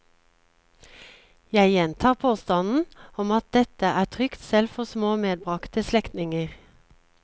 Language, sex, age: Norwegian, female, 36